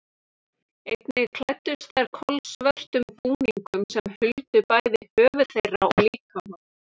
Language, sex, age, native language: Icelandic, female, 30-39, Icelandic